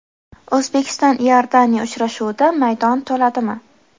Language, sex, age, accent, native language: Uzbek, female, 18-24, Xorazm, Uzbek